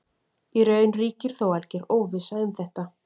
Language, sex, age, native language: Icelandic, female, 40-49, Icelandic